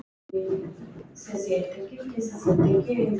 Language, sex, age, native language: Icelandic, female, 10, Icelandic